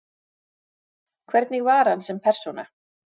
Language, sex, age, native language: Icelandic, female, 40-49, Icelandic